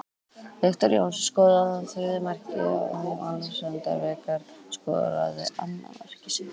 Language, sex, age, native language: Icelandic, female, 18-19, Icelandic